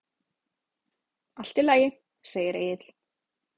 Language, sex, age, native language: Icelandic, female, 30-39, Icelandic